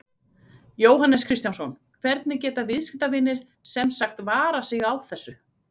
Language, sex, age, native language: Icelandic, female, 40-49, Icelandic